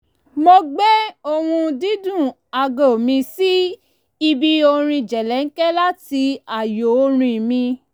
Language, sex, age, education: Yoruba, female, 30-45, tertiary